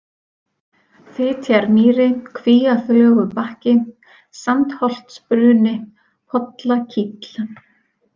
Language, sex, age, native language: Icelandic, female, 40-49, Icelandic